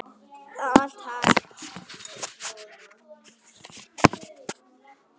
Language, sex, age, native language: Icelandic, male, 9, Icelandic